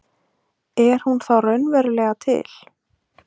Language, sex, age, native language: Icelandic, female, 20-29, Icelandic